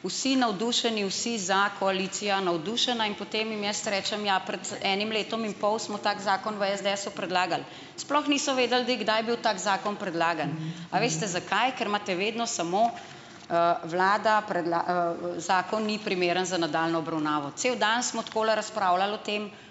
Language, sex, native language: Slovenian, female, Slovenian